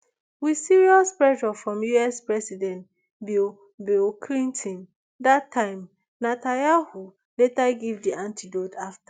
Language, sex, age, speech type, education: Nigerian Pidgin, female, 15-29, spontaneous, tertiary